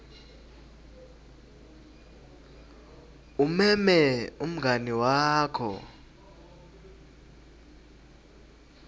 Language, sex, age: Swati, male, 20